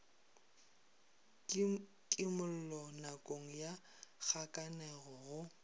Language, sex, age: Northern Sotho, male, 22